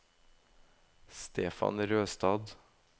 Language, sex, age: Norwegian, male, 18